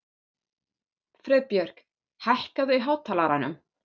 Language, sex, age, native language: Icelandic, female, 40-49, German